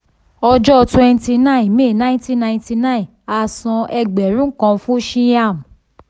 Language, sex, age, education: Yoruba, female, 15-29, tertiary